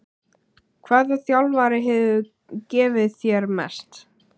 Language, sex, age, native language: Icelandic, male, 11, Icelandic